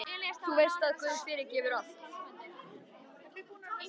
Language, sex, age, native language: Icelandic, female, 13, Icelandic